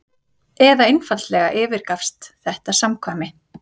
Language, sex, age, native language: Icelandic, female, 30-39, Icelandic